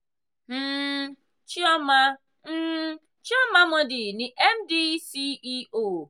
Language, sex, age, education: Yoruba, female, 15-29, tertiary